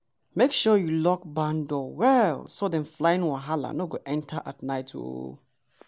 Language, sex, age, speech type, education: Nigerian Pidgin, male, 30-45, spontaneous, tertiary